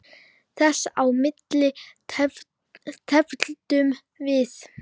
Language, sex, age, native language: Icelandic, female, 10, Icelandic